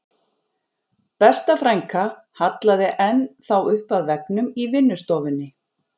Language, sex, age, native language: Icelandic, female, 40-49, Icelandic